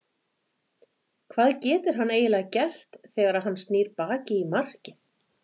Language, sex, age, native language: Icelandic, female, 40-49, Icelandic